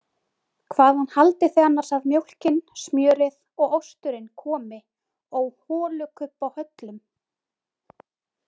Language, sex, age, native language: Icelandic, female, 20-29, Icelandic